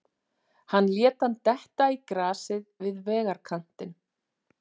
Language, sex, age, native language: Icelandic, female, 40-49, Icelandic